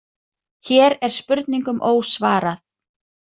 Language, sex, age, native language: Icelandic, female, 30-39, Icelandic